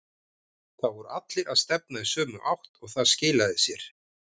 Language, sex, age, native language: Icelandic, male, 50-59, Icelandic